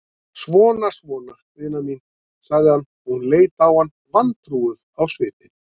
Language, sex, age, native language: Icelandic, male, 50-59, Icelandic